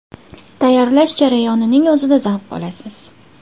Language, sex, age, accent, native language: Uzbek, female, 19-29, Farg'ona, Uzbek